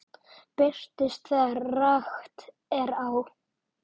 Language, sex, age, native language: Icelandic, male, 9, Icelandic